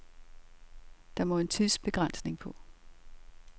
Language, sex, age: Danish, female, 67